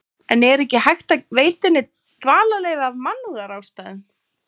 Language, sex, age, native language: Icelandic, female, 20-29, Icelandic